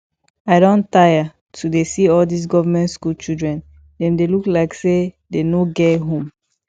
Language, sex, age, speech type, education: Nigerian Pidgin, female, 15-29, spontaneous, tertiary